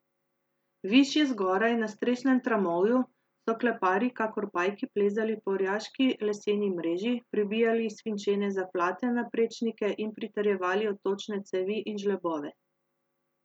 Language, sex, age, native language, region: Slovenian, female, 30-49, Slovenian, Central Slovenia